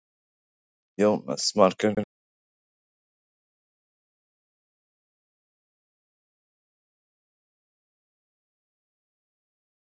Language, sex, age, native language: Icelandic, male, 18-19, Icelandic